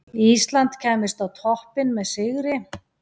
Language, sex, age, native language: Icelandic, female, 40-49, Icelandic